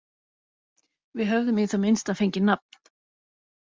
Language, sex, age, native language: Icelandic, female, 40-49, Icelandic